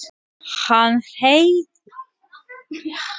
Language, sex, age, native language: Icelandic, female, 40-49, Latvian